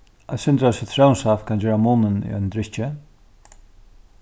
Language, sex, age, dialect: Faroese, male, 36-60, Norðurstreymoy/Eysturoy